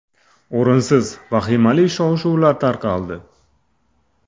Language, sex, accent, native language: Uzbek, male, Toshkent shahri, Uzbek